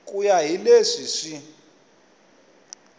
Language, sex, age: Tsonga, male, 21